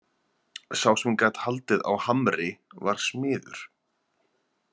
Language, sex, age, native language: Icelandic, male, 30-39, Icelandic